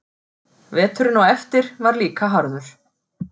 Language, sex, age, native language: Icelandic, female, 40-49, Icelandic